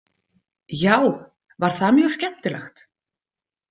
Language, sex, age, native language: Icelandic, female, 50-59, Icelandic